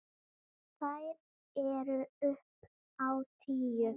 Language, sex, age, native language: Icelandic, female, 7, Icelandic